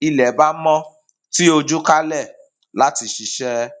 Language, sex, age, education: Yoruba, male, 30-45, primary